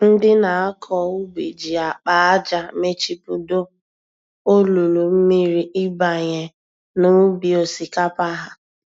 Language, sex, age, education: Igbo, female, 15-29, tertiary